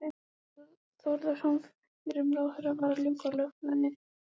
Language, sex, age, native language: Icelandic, female, 14, Icelandic